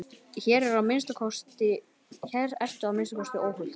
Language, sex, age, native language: Icelandic, male, 12, Icelandic